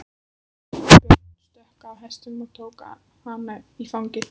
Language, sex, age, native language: Icelandic, female, 14, Icelandic